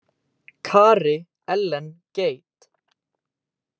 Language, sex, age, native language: Icelandic, male, 18-19, Icelandic